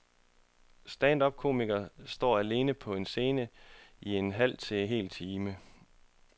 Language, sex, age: Danish, male, 31